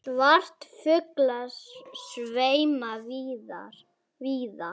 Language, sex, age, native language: Icelandic, female, 7, Icelandic